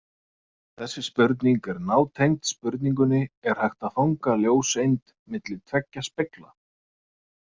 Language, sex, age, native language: Icelandic, male, 30-39, Icelandic